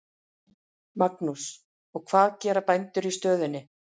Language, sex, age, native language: Icelandic, female, 40-49, Icelandic